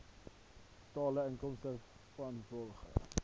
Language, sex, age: Afrikaans, male, 20